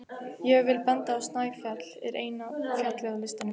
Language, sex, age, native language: Icelandic, female, 18-19, Icelandic